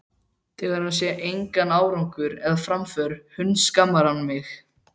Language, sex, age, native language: Icelandic, male, 12, Icelandic